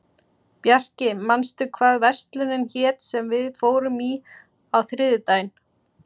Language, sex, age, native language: Icelandic, female, 40-49, Icelandic